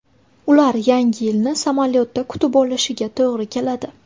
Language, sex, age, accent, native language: Uzbek, female, 19-29, Buxoro, Uzbek